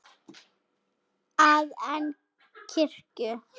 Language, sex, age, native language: Icelandic, female, 7, Icelandic